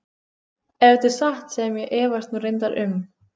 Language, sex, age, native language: Icelandic, female, 15, Icelandic